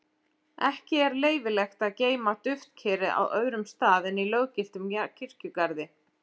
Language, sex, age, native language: Icelandic, female, 40-49, Icelandic